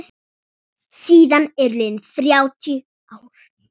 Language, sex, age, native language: Icelandic, female, 8, Icelandic